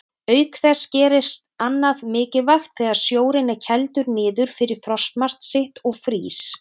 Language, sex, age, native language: Icelandic, female, 30-39, Icelandic